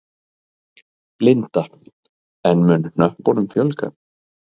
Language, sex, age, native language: Icelandic, male, 30-39, Icelandic